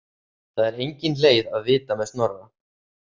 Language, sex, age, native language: Icelandic, male, 30-39, Icelandic